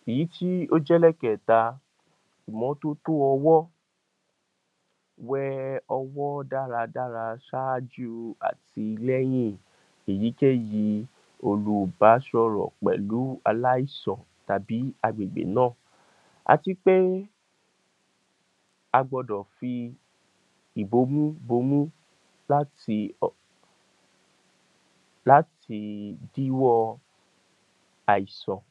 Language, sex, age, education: Yoruba, male, 46-60, tertiary